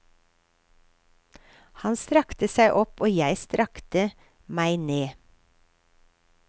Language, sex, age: Norwegian, female, 53